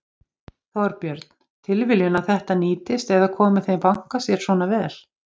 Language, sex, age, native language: Icelandic, female, 50-59, Icelandic